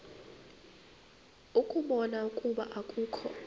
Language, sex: Xhosa, female